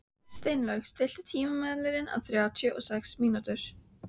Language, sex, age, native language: Icelandic, female, 15, Icelandic